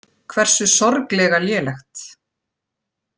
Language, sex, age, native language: Icelandic, female, 40-49, Icelandic